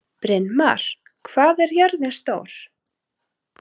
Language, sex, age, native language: Icelandic, female, 30-39, Icelandic